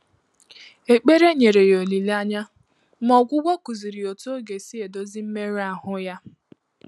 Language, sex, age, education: Igbo, female, 15-29, tertiary